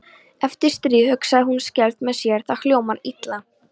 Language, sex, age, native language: Icelandic, female, 13, Polish